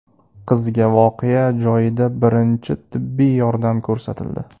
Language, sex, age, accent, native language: Uzbek, male, 18-24, Andijon, Uzbek